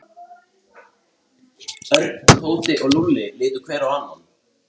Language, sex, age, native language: Icelandic, male, 18-19, Icelandic